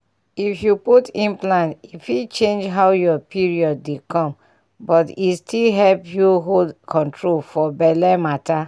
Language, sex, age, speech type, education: Nigerian Pidgin, female, 30-45, spontaneous, tertiary